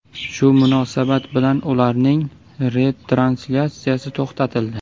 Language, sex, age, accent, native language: Uzbek, male, 25-34, Toshkent viloyati, Uzbek